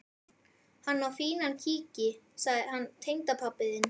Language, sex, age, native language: Icelandic, male, 12, Icelandic